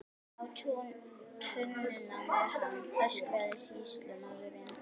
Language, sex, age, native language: Icelandic, female, 11, Icelandic